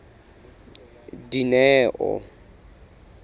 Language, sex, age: Southern Sotho, male, 24